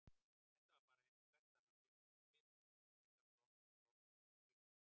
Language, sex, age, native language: Icelandic, male, 60-69, Icelandic